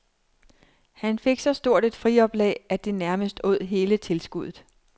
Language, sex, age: Danish, female, 39